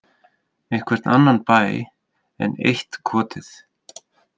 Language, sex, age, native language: Icelandic, male, 30-39, Icelandic